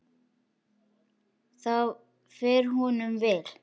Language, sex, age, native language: Icelandic, male, 8, Icelandic